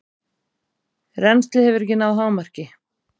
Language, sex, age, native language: Icelandic, female, 30-39, Icelandic